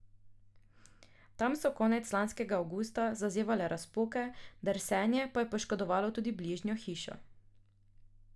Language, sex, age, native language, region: Slovenian, female, 18-29, Slovenian, Drava region